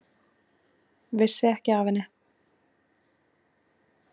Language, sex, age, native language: Icelandic, female, 20-29, Icelandic